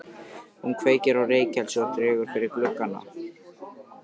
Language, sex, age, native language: Icelandic, male, 13, Icelandic